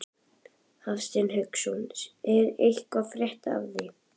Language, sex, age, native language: Icelandic, female, 11, Icelandic